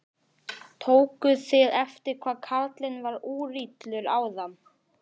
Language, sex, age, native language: Icelandic, male, 11, Icelandic